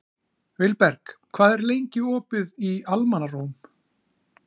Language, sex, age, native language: Icelandic, male, 40-49, Icelandic